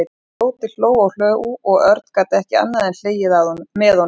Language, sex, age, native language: Icelandic, female, 40-49, Icelandic